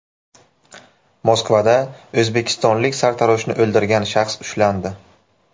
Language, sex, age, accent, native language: Uzbek, male, 18-24, Navoiy, Uzbek